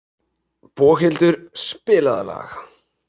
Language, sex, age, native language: Icelandic, male, 30-39, Icelandic